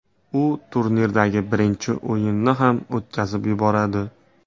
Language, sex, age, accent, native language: Uzbek, male, 18-24, Toshkent viloyati, Uzbek